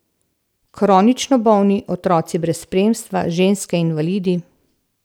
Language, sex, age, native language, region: Slovenian, female, 60+, Slovenian, Central Slovenia